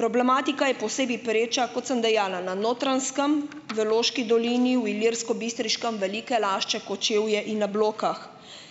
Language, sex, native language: Slovenian, female, Slovenian